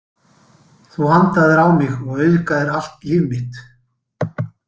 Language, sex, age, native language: Icelandic, male, 60-69, Icelandic